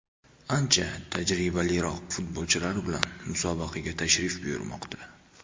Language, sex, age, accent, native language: Uzbek, male, 19-29, Toshkent viloyati, Uzbek